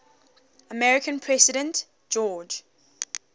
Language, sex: English, female